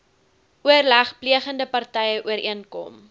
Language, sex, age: Afrikaans, female, 19